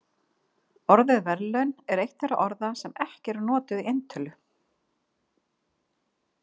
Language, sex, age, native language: Icelandic, female, 50-59, Icelandic